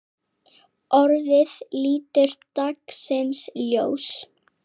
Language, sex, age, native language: Icelandic, female, 8, Icelandic